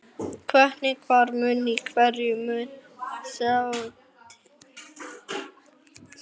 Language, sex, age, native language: Icelandic, male, 12, Icelandic